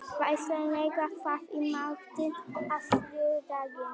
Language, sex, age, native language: Icelandic, male, 18-19, Icelandic